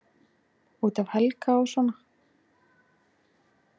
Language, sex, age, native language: Icelandic, female, 20-29, Icelandic